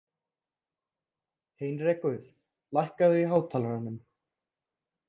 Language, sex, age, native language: Icelandic, male, 30-39, Icelandic